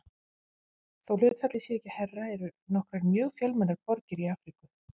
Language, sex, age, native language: Icelandic, female, 50-59, Icelandic